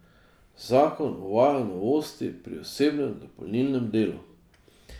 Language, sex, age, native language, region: Slovenian, male, 50-59, Slovenian, Drava region